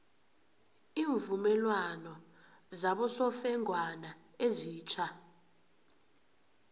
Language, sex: South Ndebele, female